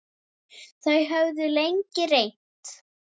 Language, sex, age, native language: Icelandic, female, 7, Icelandic